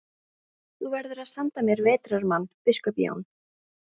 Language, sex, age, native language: Icelandic, female, 14, Icelandic